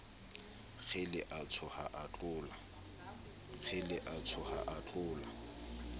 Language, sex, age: Southern Sotho, male, 29